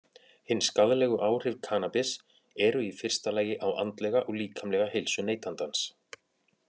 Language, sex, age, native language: Icelandic, male, 40-49, Icelandic